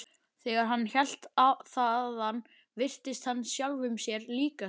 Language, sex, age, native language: Icelandic, male, 11, Icelandic